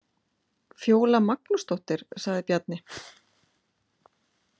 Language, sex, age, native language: Icelandic, female, 50-59, Icelandic